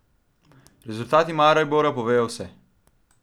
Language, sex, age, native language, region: Slovenian, male, 12-17, Slovenian, Central Slovenia